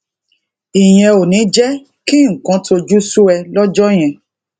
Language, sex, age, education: Yoruba, female, 30-45, tertiary